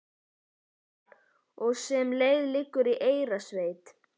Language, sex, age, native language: Icelandic, male, 11, Icelandic